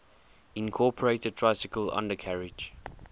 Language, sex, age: English, male, 20